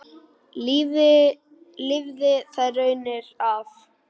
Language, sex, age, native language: Icelandic, female, 9, Icelandic